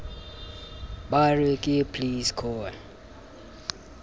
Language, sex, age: Southern Sotho, male, 24